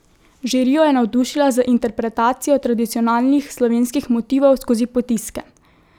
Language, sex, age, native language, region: Slovenian, female, 18-29, Slovenian, Drava region